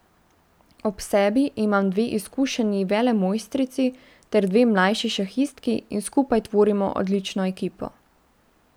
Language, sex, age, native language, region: Slovenian, female, 18-29, Slovenian, Central Slovenia